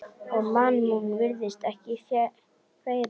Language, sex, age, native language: Icelandic, male, 9, Icelandic